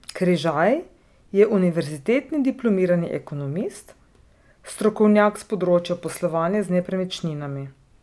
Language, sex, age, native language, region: Slovenian, female, 30-49, Slovenian, Drava region